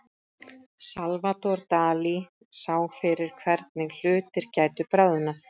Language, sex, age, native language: Icelandic, female, 30-39, Icelandic